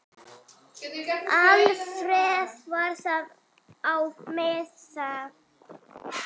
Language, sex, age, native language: Icelandic, female, 8, Icelandic